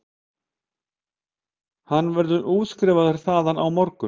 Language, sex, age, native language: Icelandic, male, 50-59, Icelandic